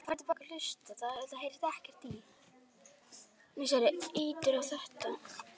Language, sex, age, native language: Icelandic, male, 9, Icelandic